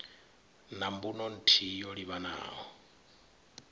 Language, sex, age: Venda, male, 39